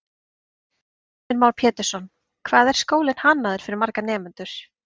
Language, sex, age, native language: Icelandic, female, 30-39, Icelandic